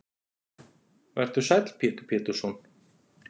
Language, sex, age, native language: Icelandic, male, 40-49, Icelandic